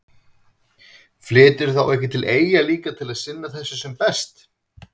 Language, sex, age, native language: Icelandic, male, 30-39, Icelandic